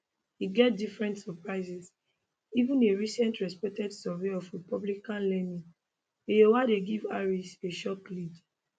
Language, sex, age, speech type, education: Nigerian Pidgin, female, 15-29, spontaneous, tertiary